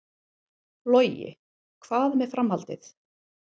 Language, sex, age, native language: Icelandic, female, 40-49, Icelandic